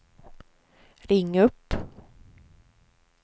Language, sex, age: Swedish, female, 43